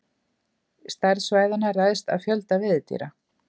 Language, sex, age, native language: Icelandic, female, 50-59, Icelandic